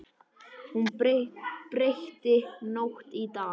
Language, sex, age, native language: Icelandic, male, 10, Icelandic